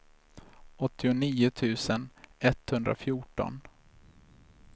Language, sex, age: Swedish, male, 26